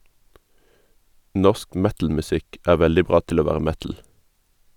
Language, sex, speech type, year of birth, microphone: Norwegian, male, read, 1991, Sennheiser